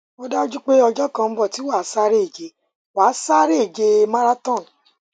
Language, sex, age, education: Yoruba, female, 30-45, tertiary